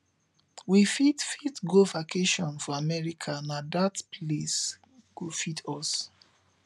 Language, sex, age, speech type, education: Nigerian Pidgin, male, 15-29, spontaneous, tertiary